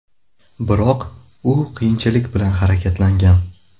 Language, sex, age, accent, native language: Uzbek, male, 18-24, Buxoro, Uzbek